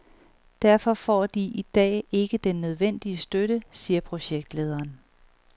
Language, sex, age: Danish, female, 38